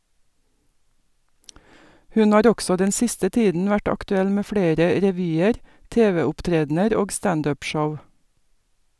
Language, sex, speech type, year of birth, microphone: Norwegian, female, read, 1961, Sennheiser